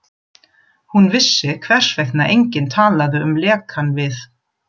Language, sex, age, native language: Icelandic, female, 40-49, German